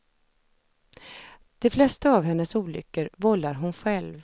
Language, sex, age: Swedish, female, 32